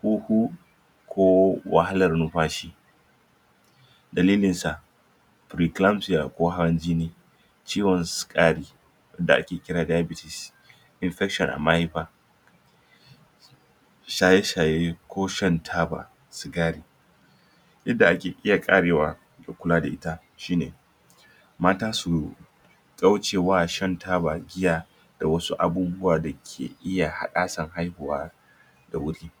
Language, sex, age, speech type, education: Hausa, male, 30-45, spontaneous, tertiary